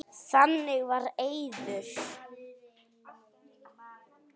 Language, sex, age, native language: Icelandic, female, 8, Icelandic